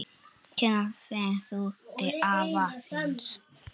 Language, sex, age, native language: Icelandic, female, 8, Icelandic